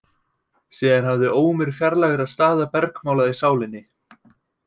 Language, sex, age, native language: Icelandic, male, 18-19, Icelandic